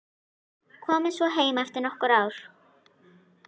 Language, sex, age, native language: Icelandic, female, 11, Icelandic